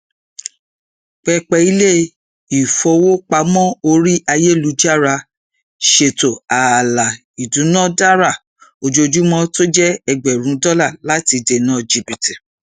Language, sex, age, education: Yoruba, female, 46-60, tertiary